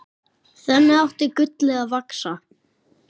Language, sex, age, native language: Icelandic, male, 9, Icelandic